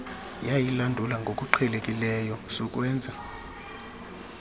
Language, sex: Xhosa, female